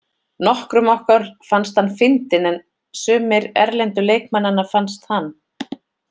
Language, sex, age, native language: Icelandic, female, 40-49, Icelandic